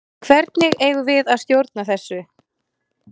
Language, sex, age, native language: Icelandic, female, 30-39, Icelandic